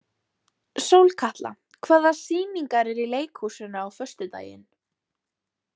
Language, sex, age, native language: Icelandic, female, 18-19, Icelandic